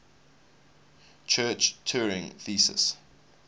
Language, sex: English, male